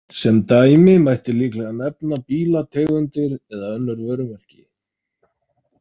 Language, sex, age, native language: Icelandic, male, 30-39, Icelandic